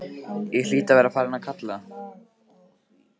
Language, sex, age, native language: Icelandic, male, 15, Icelandic